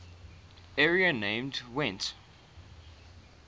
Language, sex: English, male